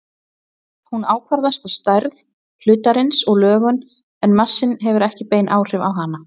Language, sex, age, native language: Icelandic, female, 40-49, Icelandic